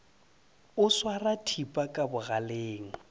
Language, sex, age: Northern Sotho, male, 30